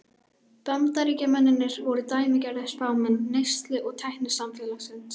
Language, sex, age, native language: Icelandic, female, 12, Icelandic